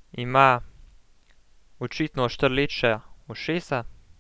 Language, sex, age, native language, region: Slovenian, male, 18-29, Slovenian, Central Slovenia